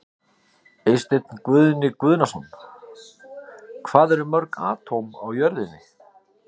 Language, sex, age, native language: Icelandic, male, 50-59, Icelandic